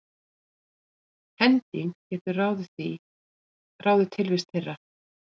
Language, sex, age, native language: Icelandic, female, 40-49, Icelandic